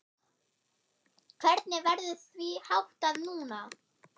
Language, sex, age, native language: Icelandic, female, 8, German